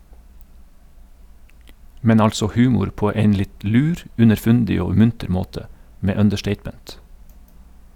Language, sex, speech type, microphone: Norwegian, male, read, Sennheiser